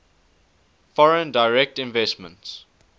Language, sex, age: English, male, 19